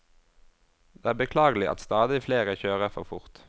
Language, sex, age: Norwegian, male, 22